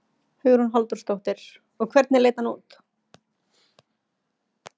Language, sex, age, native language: Icelandic, female, 30-39, Icelandic